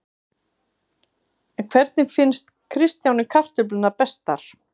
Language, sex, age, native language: Icelandic, female, 50-59, Icelandic